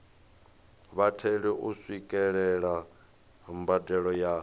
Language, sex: Venda, male